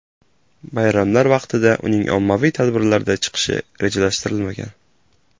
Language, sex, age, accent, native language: Uzbek, male, 18-24, Jizzax, Uzbek